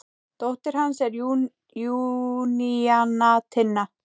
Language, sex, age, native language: Icelandic, female, 10, Icelandic